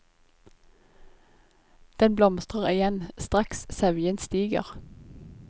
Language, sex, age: Norwegian, female, 25